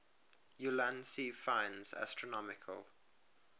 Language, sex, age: English, male, 23